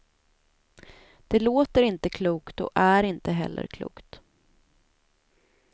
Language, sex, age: Swedish, female, 28